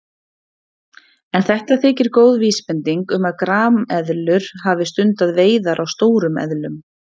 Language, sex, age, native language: Icelandic, female, 40-49, Icelandic